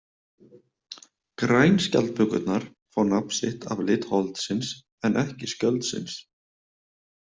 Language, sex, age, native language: Icelandic, male, 30-39, Icelandic